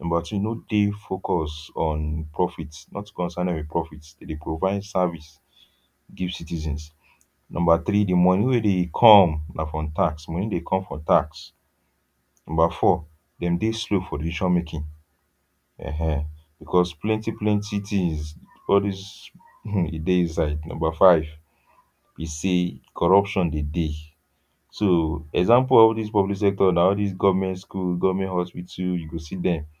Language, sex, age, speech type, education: Nigerian Pidgin, male, 15-29, spontaneous, tertiary